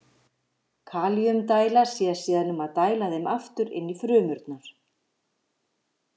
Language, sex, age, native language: Icelandic, female, 50-59, Icelandic